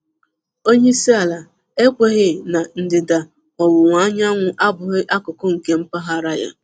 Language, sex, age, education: Igbo, female, 30-45, tertiary